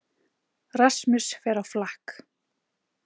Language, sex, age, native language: Icelandic, female, 20-29, Icelandic